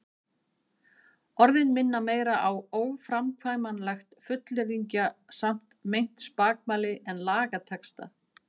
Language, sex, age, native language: Icelandic, female, 50-59, Icelandic